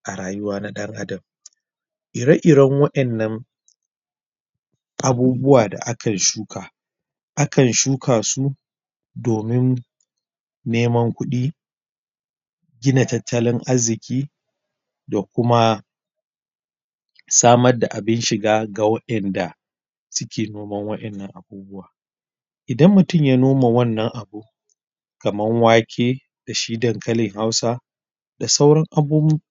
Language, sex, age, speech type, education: Hausa, male, 30-45, spontaneous, primary